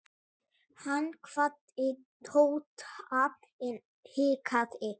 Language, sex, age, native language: Icelandic, female, 8, Icelandic